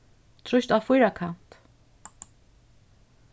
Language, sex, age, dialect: Faroese, female, 36-60, Suðurstreymoy